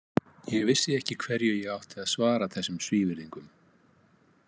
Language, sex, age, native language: Icelandic, male, 50-59, Icelandic